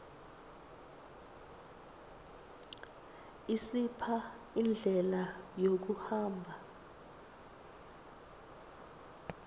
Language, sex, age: Swati, female, 20